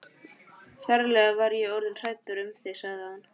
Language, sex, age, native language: Icelandic, female, 15, Icelandic